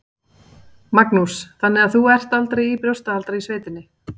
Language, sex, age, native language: Icelandic, female, 40-49, Icelandic